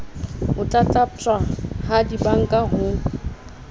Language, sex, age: Southern Sotho, female, 30